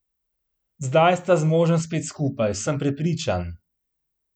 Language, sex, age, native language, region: Slovenian, male, 30-49, Slovenian, Central Slovenia